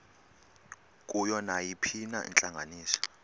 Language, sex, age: Xhosa, male, 32